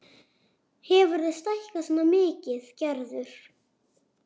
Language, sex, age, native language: Icelandic, male, 7, Icelandic